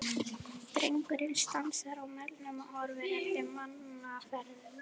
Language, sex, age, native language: Icelandic, female, 11, Icelandic